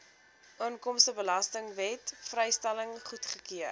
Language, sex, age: Afrikaans, female, 19